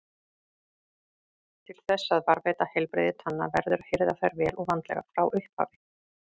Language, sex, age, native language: Icelandic, female, 40-49, Icelandic